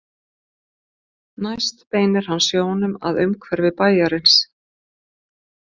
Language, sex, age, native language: Icelandic, female, 50-59, Icelandic